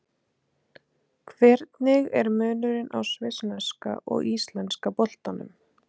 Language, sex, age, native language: Icelandic, female, 30-39, Icelandic